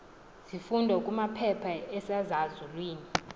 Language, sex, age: Xhosa, female, 20